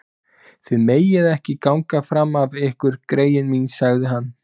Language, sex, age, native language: Icelandic, male, 20-29, Icelandic